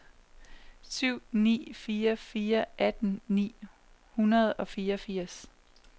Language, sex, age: Danish, female, 27